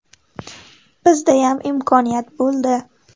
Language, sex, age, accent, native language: Uzbek, female, 19-29, Toshkent viloyati, Uzbek